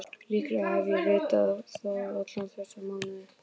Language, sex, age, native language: Icelandic, male, 12, Icelandic